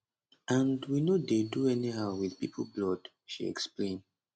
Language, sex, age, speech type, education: Nigerian Pidgin, male, 15-29, spontaneous, tertiary